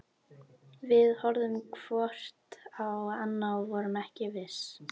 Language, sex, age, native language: Icelandic, female, 12, Icelandic